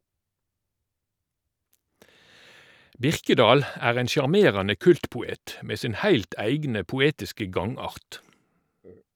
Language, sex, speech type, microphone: Norwegian, male, read, Shure